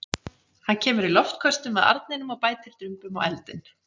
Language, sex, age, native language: Icelandic, female, 40-49, Icelandic